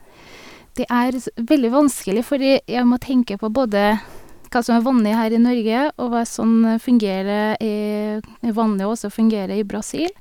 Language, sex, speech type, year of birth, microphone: Norwegian, female, spontaneous, 1982, Sennheiser